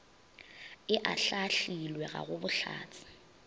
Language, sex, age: Northern Sotho, female, 22